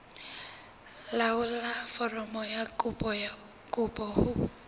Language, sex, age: Southern Sotho, female, 19